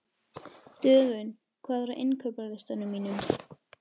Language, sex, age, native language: Icelandic, female, 12, Icelandic